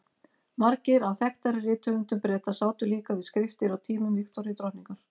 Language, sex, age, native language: Icelandic, female, 50-59, Icelandic